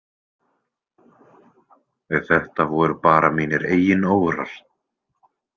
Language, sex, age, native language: Icelandic, male, 20-29, Icelandic